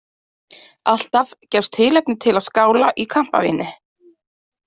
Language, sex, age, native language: Icelandic, female, 30-39, Icelandic